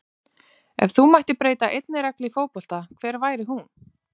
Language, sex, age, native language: Icelandic, female, 30-39, Icelandic